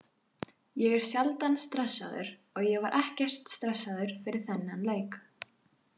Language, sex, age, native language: Icelandic, female, 18-19, Icelandic